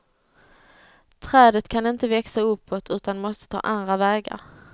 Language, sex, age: Swedish, female, 30